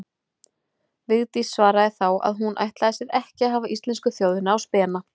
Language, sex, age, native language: Icelandic, female, 20-29, Icelandic